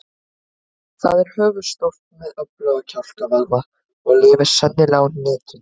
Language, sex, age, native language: Icelandic, female, 20-29, Icelandic